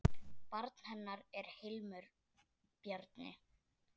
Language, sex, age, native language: Icelandic, female, 10, Icelandic